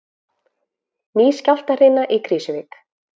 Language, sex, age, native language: Icelandic, female, 40-49, Icelandic